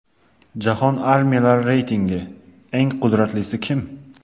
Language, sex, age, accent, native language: Uzbek, male, 18-24, Qashqadaryo, Uzbek